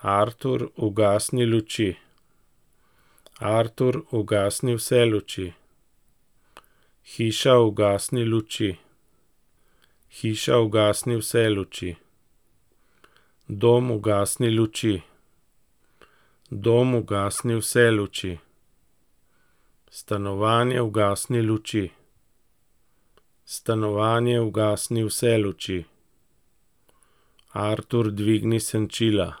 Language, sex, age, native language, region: Slovenian, male, 50-59, Slovenian, Central Slovenia